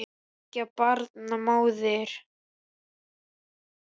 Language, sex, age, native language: Icelandic, male, 10, Icelandic